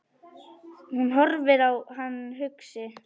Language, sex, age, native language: Icelandic, female, 10, Icelandic